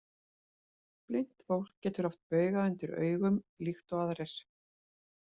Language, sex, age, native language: Icelandic, female, 40-49, Icelandic